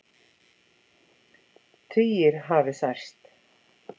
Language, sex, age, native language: Icelandic, female, 50-59, Icelandic